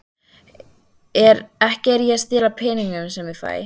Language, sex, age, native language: Icelandic, female, 13, Icelandic